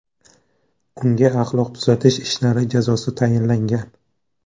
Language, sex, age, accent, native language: Uzbek, male, 18-24, Toshkent shahri, Uzbek